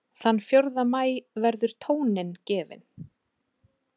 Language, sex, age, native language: Icelandic, female, 30-39, Icelandic